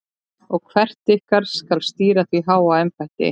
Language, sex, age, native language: Icelandic, female, 13, Icelandic